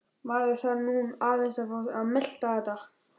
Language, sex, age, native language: Icelandic, male, 11, Icelandic